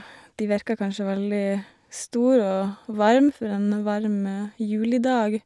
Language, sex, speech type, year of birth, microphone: Norwegian, female, spontaneous, 1987, Shure